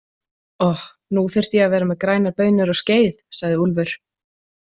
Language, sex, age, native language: Icelandic, female, 20-29, Icelandic